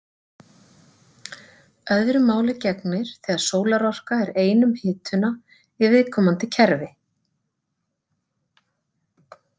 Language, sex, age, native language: Icelandic, female, 40-49, Icelandic